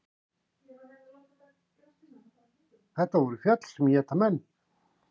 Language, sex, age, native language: Icelandic, male, 50-59, Icelandic